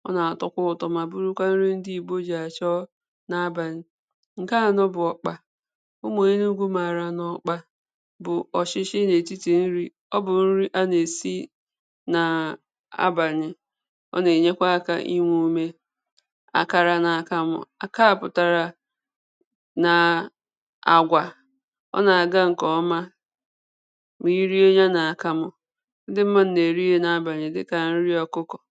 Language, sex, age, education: Igbo, female, 30-45, primary